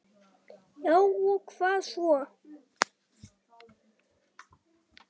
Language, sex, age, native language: Icelandic, male, 7, Icelandic